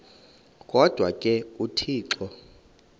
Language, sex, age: Xhosa, male, 31